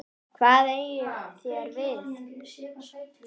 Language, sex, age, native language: Icelandic, male, 10, Icelandic